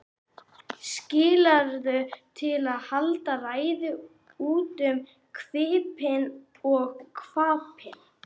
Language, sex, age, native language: Icelandic, male, 11, Icelandic